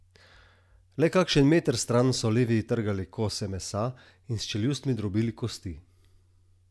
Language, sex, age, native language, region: Slovenian, male, 30-49, Slovenian, Southeast Slovenia